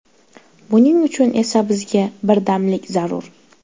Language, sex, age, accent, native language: Uzbek, female, 18-24, Sirdaryo, Uzbek